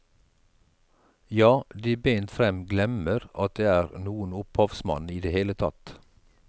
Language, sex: Norwegian, male